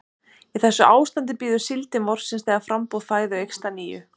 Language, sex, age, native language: Icelandic, female, 30-39, Icelandic